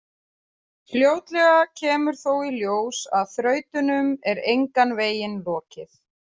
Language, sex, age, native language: Icelandic, female, 30-39, Icelandic